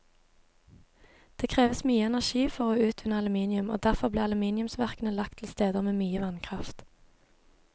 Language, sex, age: Norwegian, female, 23